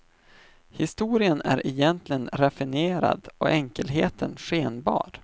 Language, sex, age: Swedish, male, 25